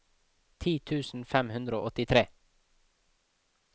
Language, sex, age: Norwegian, male, 24